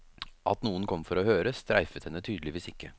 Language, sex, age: Norwegian, male, 33